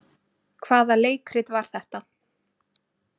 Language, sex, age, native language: Icelandic, female, 20-29, Icelandic